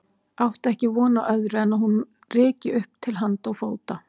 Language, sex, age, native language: Icelandic, female, 40-49, Icelandic